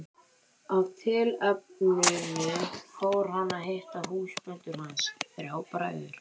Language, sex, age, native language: Icelandic, other, 12, Icelandic